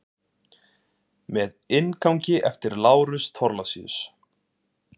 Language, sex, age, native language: Icelandic, male, 20-29, Icelandic